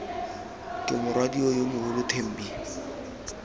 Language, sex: Tswana, male